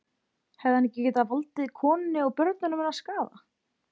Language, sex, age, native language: Icelandic, female, 20-29, Icelandic